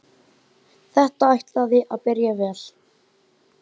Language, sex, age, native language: Icelandic, male, 9, Icelandic